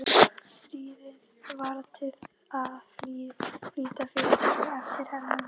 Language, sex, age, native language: Icelandic, female, 12, Icelandic